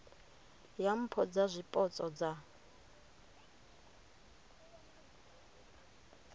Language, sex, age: Venda, female, 30